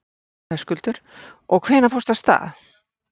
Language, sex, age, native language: Icelandic, female, 40-49, Icelandic